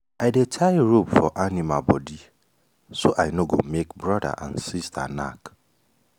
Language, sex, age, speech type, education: Nigerian Pidgin, male, 15-29, spontaneous, tertiary